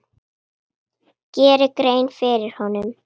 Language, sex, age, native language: Icelandic, female, 9, Icelandic